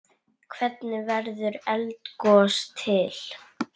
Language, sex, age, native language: Icelandic, female, 8, Icelandic